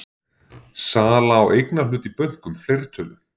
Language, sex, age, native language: Icelandic, male, 40-49, Icelandic